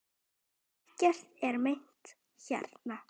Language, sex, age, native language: Icelandic, female, 10, Icelandic